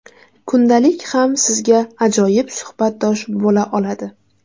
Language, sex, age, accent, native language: Uzbek, female, 18-24, Jizzax, Uzbek